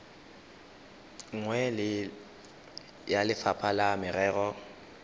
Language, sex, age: Tswana, male, 19